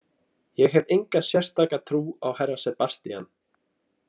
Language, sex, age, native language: Icelandic, male, 20-29, Icelandic